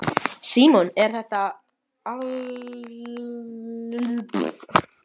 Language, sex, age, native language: Icelandic, male, 12, Icelandic